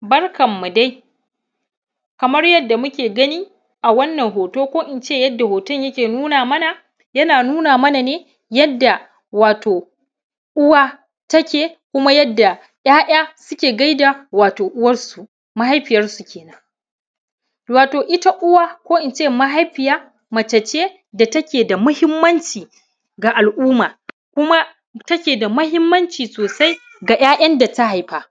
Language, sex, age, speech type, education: Hausa, male, 15-29, spontaneous, tertiary